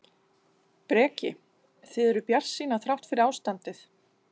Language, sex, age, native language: Icelandic, female, 40-49, Danish